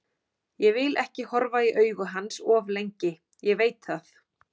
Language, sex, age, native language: Icelandic, female, 40-49, Icelandic